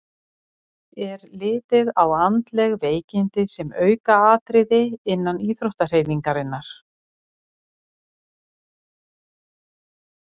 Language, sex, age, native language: Icelandic, female, 60-69, Icelandic